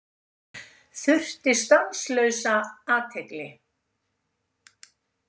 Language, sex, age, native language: Icelandic, female, 70-79, Icelandic